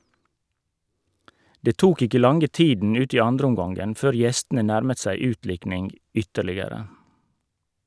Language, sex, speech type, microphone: Norwegian, male, read, Shure